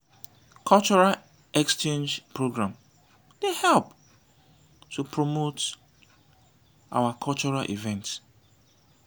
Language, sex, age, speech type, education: Nigerian Pidgin, male, 30-45, spontaneous, tertiary